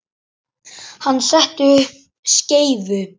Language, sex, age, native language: Icelandic, male, 10, Icelandic